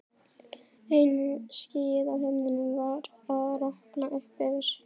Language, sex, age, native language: Icelandic, female, 12, Icelandic